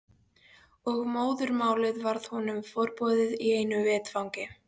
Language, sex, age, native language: Icelandic, female, 13, Polish